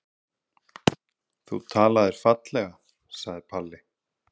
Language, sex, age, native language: Icelandic, male, 30-39, Icelandic